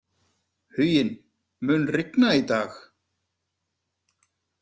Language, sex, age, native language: Icelandic, male, 50-59, Icelandic